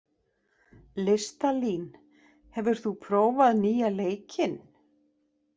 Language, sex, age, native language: Icelandic, female, 50-59, Icelandic